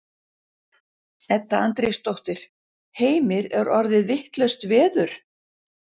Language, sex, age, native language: Icelandic, female, 60-69, Icelandic